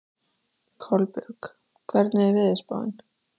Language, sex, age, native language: Icelandic, female, 13, Icelandic